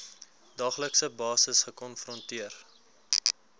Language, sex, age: Afrikaans, male, 19